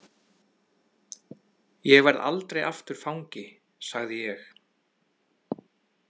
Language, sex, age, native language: Icelandic, male, 30-39, Icelandic